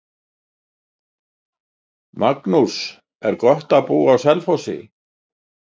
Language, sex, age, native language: Icelandic, male, 70-79, Icelandic